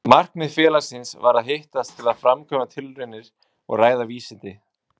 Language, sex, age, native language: Icelandic, male, 20-29, Icelandic